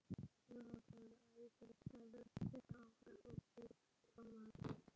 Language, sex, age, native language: Icelandic, male, 12, Icelandic